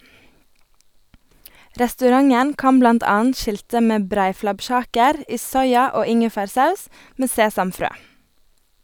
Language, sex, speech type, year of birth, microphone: Norwegian, female, read, 1989, Sennheiser